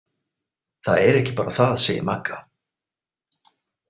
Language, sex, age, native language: Icelandic, male, 40-49, Icelandic